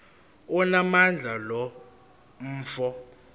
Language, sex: Xhosa, male